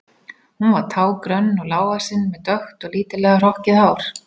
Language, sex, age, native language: Icelandic, female, 40-49, Icelandic